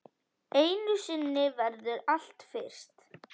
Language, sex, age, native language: Icelandic, female, 10, Icelandic